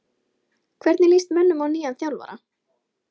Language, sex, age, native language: Icelandic, female, 17, Icelandic